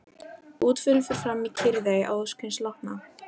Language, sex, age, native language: Icelandic, female, 13, Icelandic